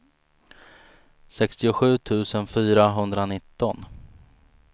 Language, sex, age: Swedish, male, 35